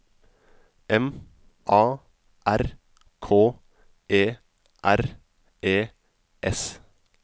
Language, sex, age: Norwegian, male, 27